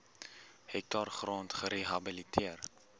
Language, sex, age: Afrikaans, male, 18